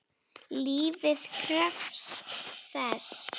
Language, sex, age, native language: Icelandic, female, 8, Slovak